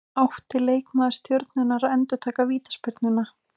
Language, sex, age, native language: Icelandic, female, 18-19, Icelandic